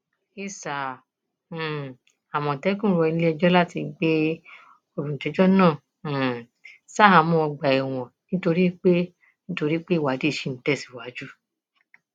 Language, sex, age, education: Yoruba, female, 30-45, tertiary